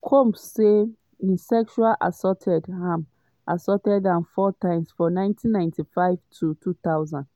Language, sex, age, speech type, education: Nigerian Pidgin, female, 30-45, spontaneous, tertiary